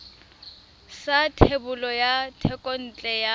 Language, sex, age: Tswana, female, 20